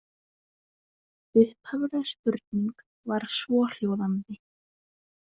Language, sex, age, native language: Icelandic, female, 20-29, Icelandic